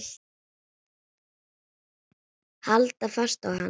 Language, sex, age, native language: Icelandic, female, 9, Icelandic